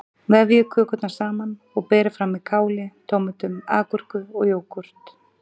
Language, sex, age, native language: Icelandic, female, 30-39, Icelandic